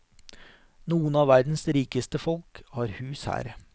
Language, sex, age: Norwegian, male, 43